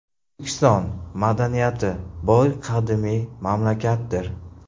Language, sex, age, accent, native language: Uzbek, male, 18-24, Qashqadaryo, Uzbek